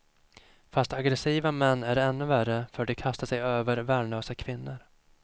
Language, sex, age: Swedish, male, 25